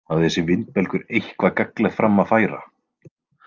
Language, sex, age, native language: Icelandic, male, 20-29, Icelandic